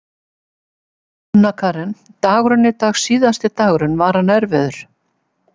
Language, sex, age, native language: Icelandic, female, 70-79, Icelandic